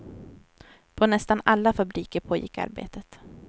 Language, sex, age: Swedish, female, 23